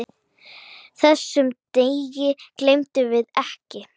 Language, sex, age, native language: Icelandic, female, 9, Icelandic